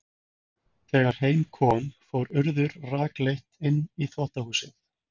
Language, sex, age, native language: Icelandic, male, 20-29, Icelandic